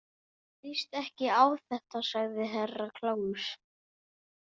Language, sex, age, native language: Icelandic, male, 18-19, Icelandic